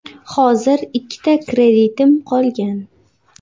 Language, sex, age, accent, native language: Uzbek, female, 19-29, Xorazm, Uzbek